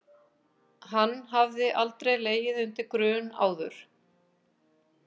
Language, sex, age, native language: Icelandic, female, 50-59, Icelandic